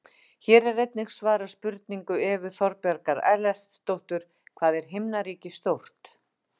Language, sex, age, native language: Icelandic, female, 50-59, Icelandic